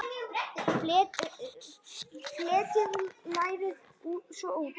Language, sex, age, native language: Icelandic, female, 10, Icelandic